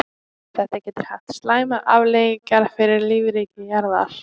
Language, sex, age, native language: Icelandic, female, 18-19, Icelandic